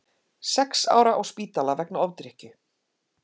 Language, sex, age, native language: Icelandic, female, 50-59, Icelandic